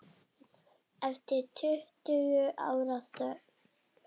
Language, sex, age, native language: Icelandic, female, 7, Icelandic